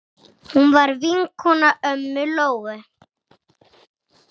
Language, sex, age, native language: Icelandic, female, 6, Icelandic